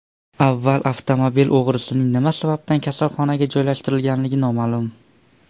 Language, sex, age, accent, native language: Uzbek, male, under 19, Surxondaryo, Uzbek